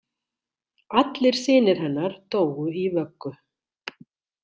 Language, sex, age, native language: Icelandic, female, 60-69, Icelandic